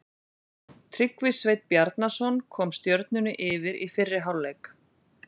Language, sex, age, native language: Icelandic, female, 40-49, Icelandic